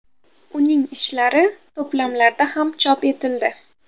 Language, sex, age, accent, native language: Uzbek, female, 18-24, Samarqand, Uzbek